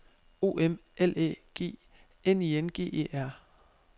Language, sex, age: Danish, male, 25